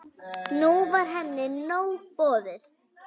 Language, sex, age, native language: Icelandic, female, 10, Icelandic